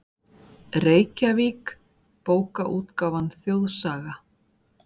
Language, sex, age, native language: Icelandic, female, 40-49, Icelandic